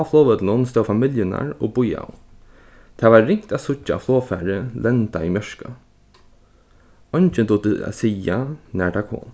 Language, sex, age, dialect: Faroese, male, 15-35, Norðurstreymoy/Eysturoy